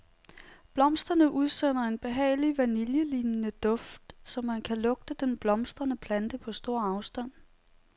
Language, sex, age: Danish, female, 30